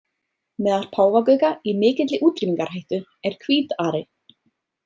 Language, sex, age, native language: Icelandic, female, 30-39, Icelandic